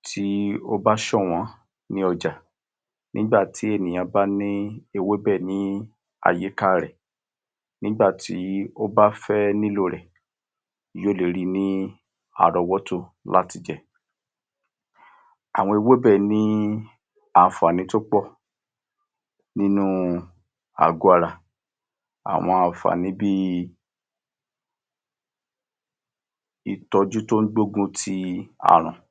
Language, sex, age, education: Yoruba, male, 60+, tertiary